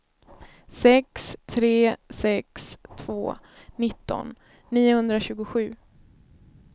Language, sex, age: Swedish, female, 24